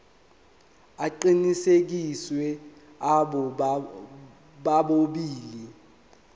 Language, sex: Zulu, male